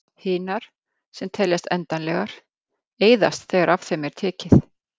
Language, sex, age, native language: Icelandic, female, 50-59, Icelandic